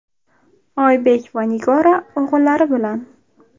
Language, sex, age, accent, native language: Uzbek, female, 18-24, Toshkent shahri, Uzbek